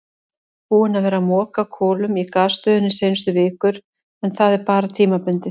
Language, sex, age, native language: Icelandic, female, 30-39, Icelandic